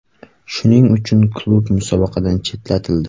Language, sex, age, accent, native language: Uzbek, male, 18-24, Surxondaryo, Uzbek